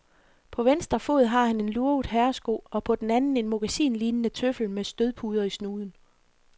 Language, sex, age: Danish, female, 40